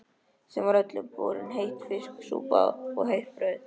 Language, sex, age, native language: Icelandic, male, 13, Icelandic